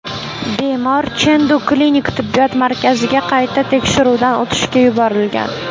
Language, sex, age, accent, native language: Uzbek, female, 18-24, Andijon, Uzbek